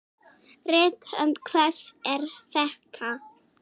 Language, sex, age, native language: Icelandic, female, 6, Icelandic